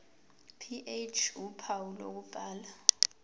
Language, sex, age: Zulu, female, 22